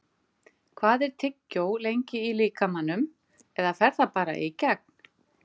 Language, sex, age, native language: Icelandic, female, 50-59, Icelandic